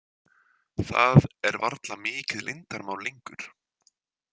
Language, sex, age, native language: Icelandic, male, 20-29, Icelandic